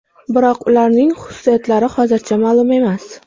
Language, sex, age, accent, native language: Uzbek, female, 25-34, Sirdaryo, Uzbek